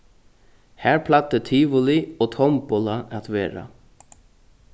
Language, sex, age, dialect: Faroese, male, 36-60, Norðurstreymoy/Eysturoy